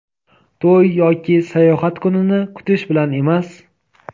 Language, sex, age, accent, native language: Uzbek, male, 18-24, Toshkent viloyati, Uzbek